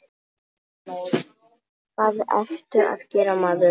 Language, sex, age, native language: Icelandic, female, 10, Polish